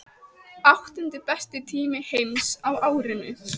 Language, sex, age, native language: Icelandic, female, 18-19, Icelandic